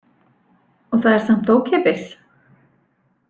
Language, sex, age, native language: Icelandic, female, 40-49, Icelandic